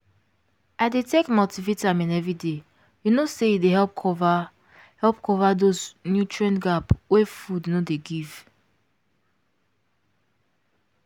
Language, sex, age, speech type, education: Nigerian Pidgin, female, 15-29, spontaneous, tertiary